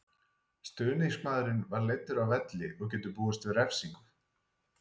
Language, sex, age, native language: Icelandic, male, 40-49, Icelandic